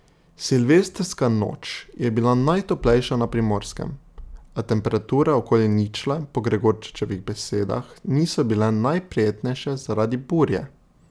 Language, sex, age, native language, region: Slovenian, male, 18-29, Slovenian, Drava region